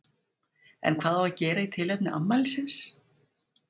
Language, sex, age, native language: Icelandic, female, 60-69, Icelandic